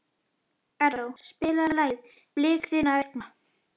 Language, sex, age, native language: Icelandic, female, 11, Icelandic